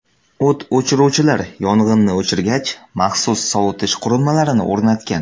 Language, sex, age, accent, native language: Uzbek, male, under 19, Samarqand, Uzbek